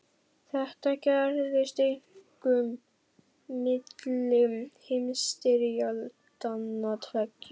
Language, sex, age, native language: Icelandic, male, 12, Icelandic